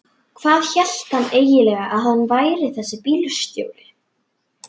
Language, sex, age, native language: Icelandic, female, 11, Icelandic